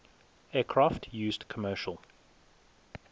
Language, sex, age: English, male, 19